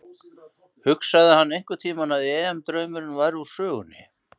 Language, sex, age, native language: Icelandic, male, 50-59, Icelandic